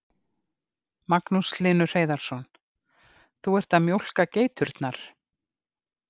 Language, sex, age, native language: Icelandic, female, 50-59, Icelandic